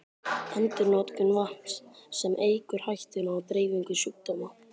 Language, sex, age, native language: Icelandic, male, 12, Icelandic